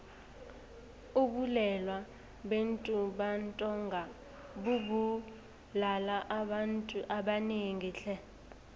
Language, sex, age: South Ndebele, female, 20